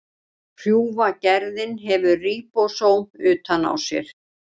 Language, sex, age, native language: Icelandic, female, 60-69, Icelandic